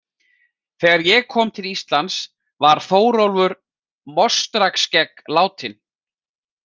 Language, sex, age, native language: Icelandic, male, 40-49, Icelandic